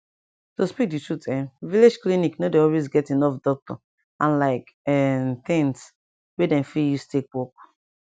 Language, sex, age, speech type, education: Nigerian Pidgin, female, 15-29, spontaneous, tertiary